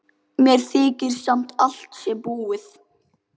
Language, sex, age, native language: Icelandic, male, 12, Icelandic